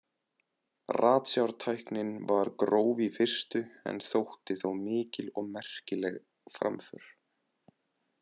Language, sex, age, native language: Icelandic, male, 20-29, Icelandic